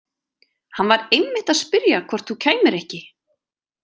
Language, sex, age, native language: Icelandic, female, 30-39, Icelandic